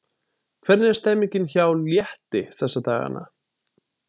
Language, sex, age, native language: Icelandic, male, 20-29, Icelandic